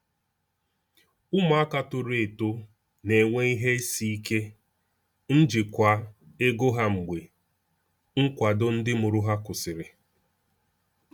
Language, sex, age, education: Igbo, male, 15-29, tertiary